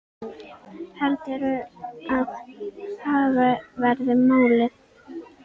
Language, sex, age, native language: Icelandic, female, 10, Icelandic